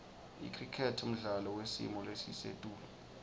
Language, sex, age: Swati, male, 20